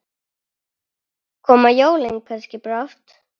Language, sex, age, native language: Icelandic, female, 9, Icelandic